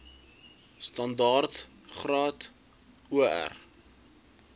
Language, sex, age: Afrikaans, male, 20